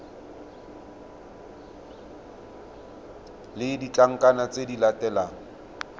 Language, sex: Tswana, male